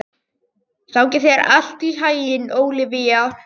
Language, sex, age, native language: Icelandic, male, 18-19, Icelandic